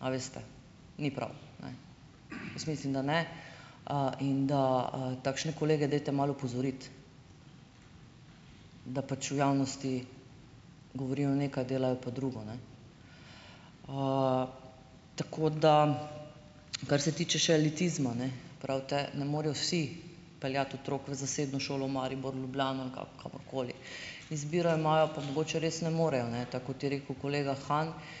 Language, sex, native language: Slovenian, female, Slovenian